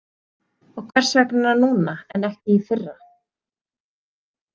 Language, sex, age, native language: Icelandic, female, 30-39, Icelandic